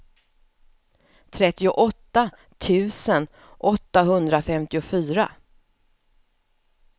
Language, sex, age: Swedish, female, 54